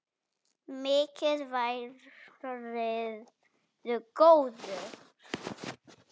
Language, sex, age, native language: Icelandic, male, 7, Icelandic